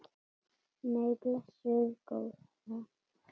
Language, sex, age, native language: Icelandic, female, 8, Icelandic